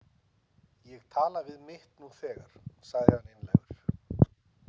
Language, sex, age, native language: Icelandic, male, 30-39, Icelandic